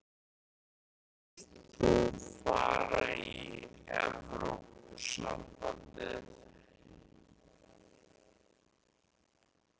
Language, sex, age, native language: Icelandic, male, 13, Icelandic